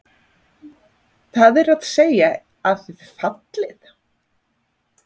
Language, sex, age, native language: Icelandic, female, 40-49, Icelandic